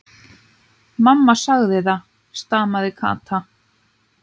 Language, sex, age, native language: Icelandic, female, 9, Icelandic